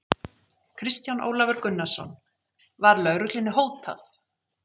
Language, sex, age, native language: Icelandic, female, 40-49, Icelandic